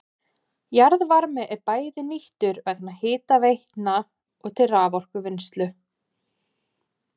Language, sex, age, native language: Icelandic, female, 20-29, Icelandic